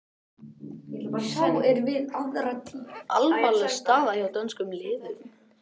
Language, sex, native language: Icelandic, other, Icelandic